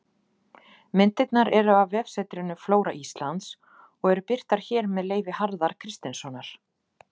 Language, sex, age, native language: Icelandic, female, 40-49, Icelandic